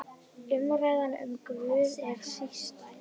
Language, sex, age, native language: Icelandic, female, 10, Icelandic